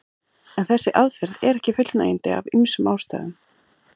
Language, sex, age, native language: Icelandic, female, 40-49, Icelandic